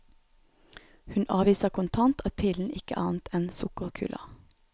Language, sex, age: Norwegian, female, 29